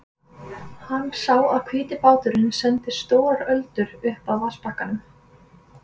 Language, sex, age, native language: Icelandic, female, 20-29, Icelandic